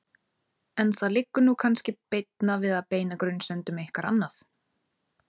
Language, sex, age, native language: Icelandic, female, 30-39, Icelandic